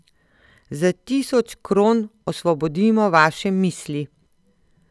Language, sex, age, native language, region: Slovenian, female, 50-59, Slovenian, Central Slovenia